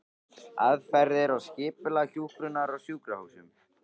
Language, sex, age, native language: Icelandic, male, 13, Icelandic